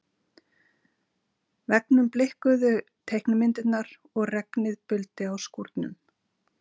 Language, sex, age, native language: Icelandic, female, 50-59, Icelandic